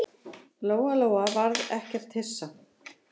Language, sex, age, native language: Icelandic, female, 9, Icelandic